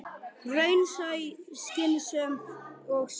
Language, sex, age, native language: Icelandic, male, 10, Icelandic